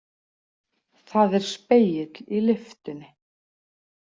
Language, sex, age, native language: Icelandic, female, 40-49, Icelandic